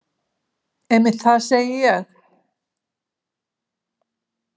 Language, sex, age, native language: Icelandic, female, 70-79, Icelandic